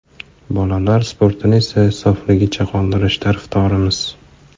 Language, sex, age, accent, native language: Uzbek, male, 25-34, Farg'ona, Uzbek